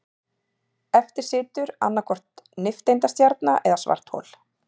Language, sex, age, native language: Icelandic, female, 30-39, Icelandic